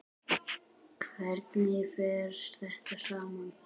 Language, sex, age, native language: Icelandic, male, 10, Icelandic